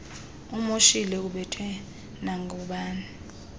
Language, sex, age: Xhosa, female, 24